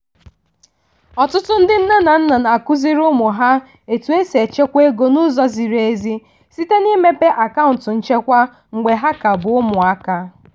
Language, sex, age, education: Igbo, female, 15-29, tertiary